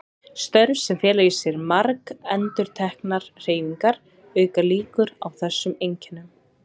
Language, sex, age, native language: Icelandic, female, 20-29, Icelandic